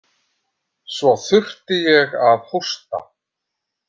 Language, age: Icelandic, 50-59